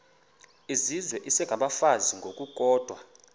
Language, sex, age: Xhosa, male, 21